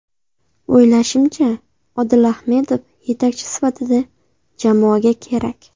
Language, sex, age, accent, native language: Uzbek, female, 18-24, Namangan, Uzbek